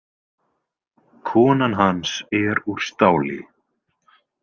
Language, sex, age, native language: Icelandic, male, 20-29, Icelandic